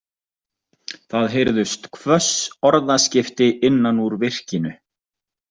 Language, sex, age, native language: Icelandic, male, 40-49, Icelandic